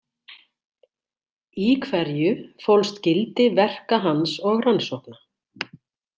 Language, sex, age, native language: Icelandic, female, 60-69, Icelandic